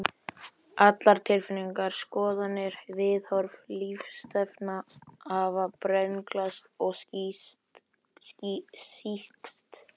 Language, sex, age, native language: Icelandic, male, 11, Icelandic